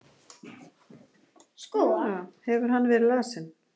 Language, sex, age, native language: Icelandic, female, 9, Icelandic